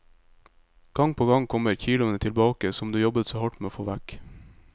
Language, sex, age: Norwegian, male, 22